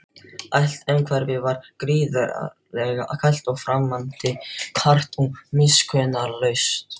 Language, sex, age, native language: Icelandic, male, 12, Filipino